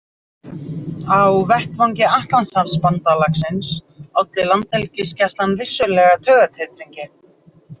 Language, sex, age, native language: Icelandic, female, 30-39, Icelandic